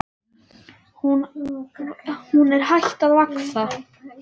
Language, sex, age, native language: Icelandic, female, 10, Icelandic